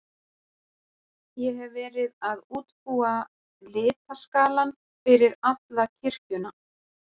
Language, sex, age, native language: Icelandic, female, 40-49, Icelandic